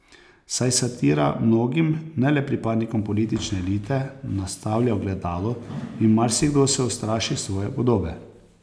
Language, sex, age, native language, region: Slovenian, male, 30-49, Slovenian, Posavska region